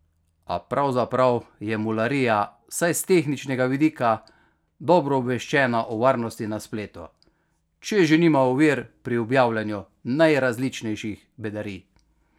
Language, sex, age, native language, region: Slovenian, male, 50-59, Slovenian, Carinthia region